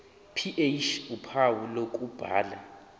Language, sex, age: Zulu, male, 23